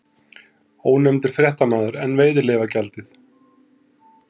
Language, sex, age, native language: Icelandic, male, 30-39, Icelandic